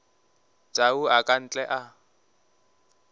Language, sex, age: Northern Sotho, male, 19